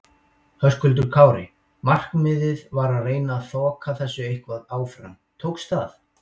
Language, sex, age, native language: Icelandic, male, 18-19, Icelandic